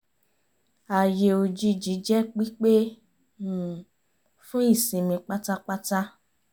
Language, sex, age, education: Yoruba, female, 30-45, tertiary